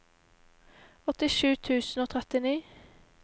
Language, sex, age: Norwegian, female, 18